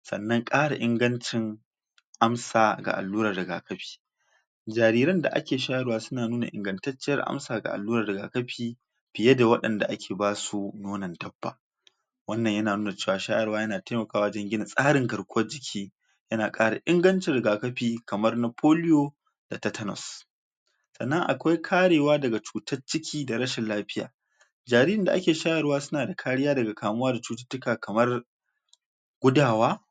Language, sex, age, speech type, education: Hausa, male, 46-60, spontaneous, tertiary